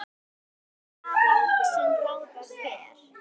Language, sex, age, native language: Icelandic, female, 10, Icelandic